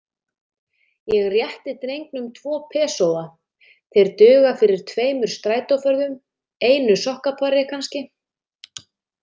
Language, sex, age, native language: Icelandic, female, 30-39, Icelandic